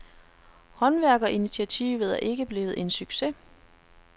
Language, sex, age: Danish, female, 33